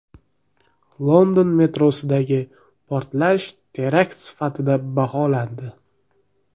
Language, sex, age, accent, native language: Uzbek, male, 25-34, Toshkent viloyati, Uzbek